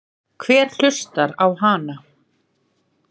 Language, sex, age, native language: Icelandic, female, 40-49, Icelandic